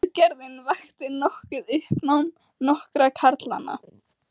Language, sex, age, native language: Icelandic, female, 18-19, Icelandic